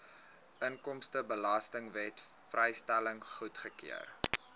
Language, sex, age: Afrikaans, male, 21